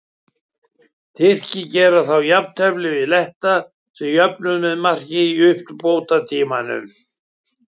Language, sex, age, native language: Icelandic, male, 70-79, Icelandic